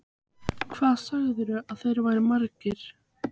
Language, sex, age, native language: Icelandic, female, 15, Icelandic